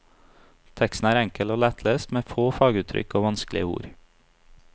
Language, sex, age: Norwegian, male, 30